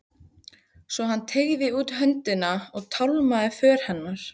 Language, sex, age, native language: Icelandic, female, 15, Icelandic